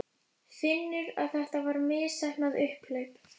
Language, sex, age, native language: Icelandic, female, 11, Icelandic